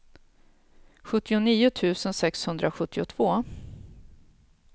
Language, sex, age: Swedish, female, 46